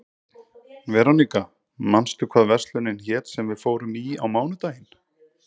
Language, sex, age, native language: Icelandic, male, 30-39, Icelandic